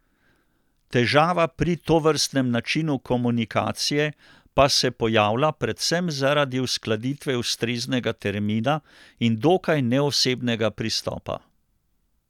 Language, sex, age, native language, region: Slovenian, male, 60+, Slovenian, Central Slovenia